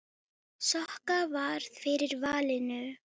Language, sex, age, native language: Icelandic, female, 10, Filipino